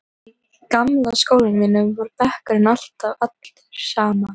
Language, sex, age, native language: Icelandic, female, 12, Icelandic